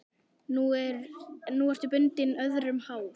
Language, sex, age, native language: Icelandic, male, 10, Icelandic